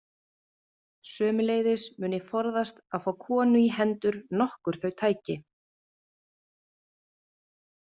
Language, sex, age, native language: Icelandic, female, 30-39, Icelandic